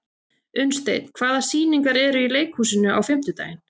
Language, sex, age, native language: Icelandic, female, 30-39, Icelandic